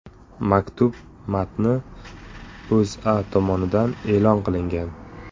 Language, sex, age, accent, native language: Uzbek, male, 25-34, Surxondaryo, Uzbek